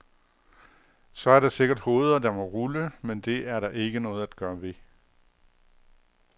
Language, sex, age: Danish, male, 48